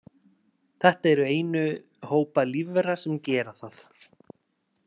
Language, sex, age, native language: Icelandic, male, 30-39, Icelandic